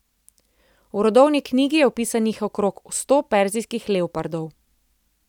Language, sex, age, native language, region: Slovenian, female, 30-49, Slovenian, Central Slovenia